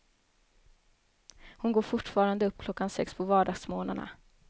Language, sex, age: Swedish, female, 21